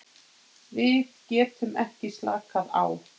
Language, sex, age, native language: Icelandic, female, 8, Icelandic